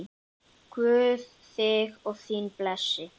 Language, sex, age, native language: Icelandic, male, 10, Icelandic